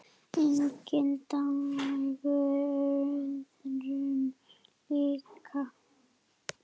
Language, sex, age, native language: Icelandic, female, 8, Icelandic